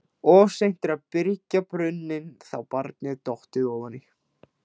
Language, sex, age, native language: Icelandic, male, 16, Icelandic